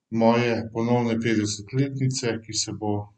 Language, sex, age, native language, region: Slovenian, male, 50-59, Slovenian, Central Slovenia